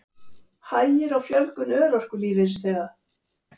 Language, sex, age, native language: Icelandic, female, 70-79, Icelandic